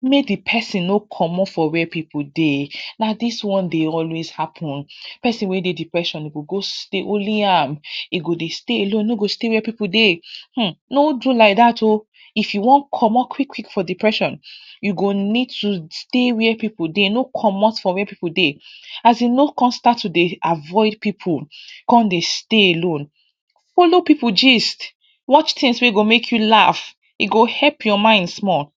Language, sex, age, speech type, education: Nigerian Pidgin, female, 46-60, spontaneous, tertiary